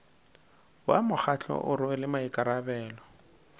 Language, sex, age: Northern Sotho, male, 19